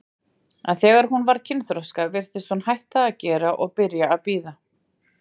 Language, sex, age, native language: Icelandic, female, 40-49, Icelandic